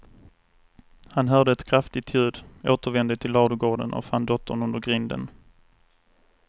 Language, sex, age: Swedish, male, 24